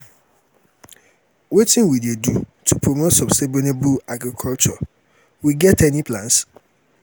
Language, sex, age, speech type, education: Nigerian Pidgin, male, 30-45, spontaneous, tertiary